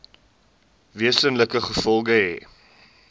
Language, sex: Afrikaans, male